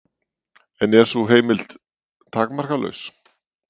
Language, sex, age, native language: Icelandic, male, 40-49, Icelandic